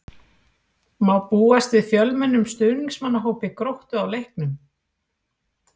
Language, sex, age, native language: Icelandic, female, 40-49, Icelandic